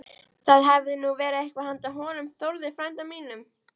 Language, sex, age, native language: Icelandic, female, 13, Icelandic